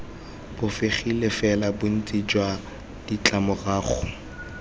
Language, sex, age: Tswana, male, 21